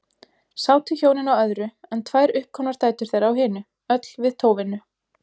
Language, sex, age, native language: Icelandic, female, 20-29, Icelandic